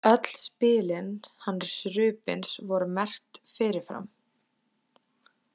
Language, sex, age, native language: Icelandic, female, 20-29, Icelandic